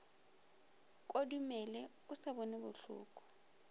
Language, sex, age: Northern Sotho, female, 23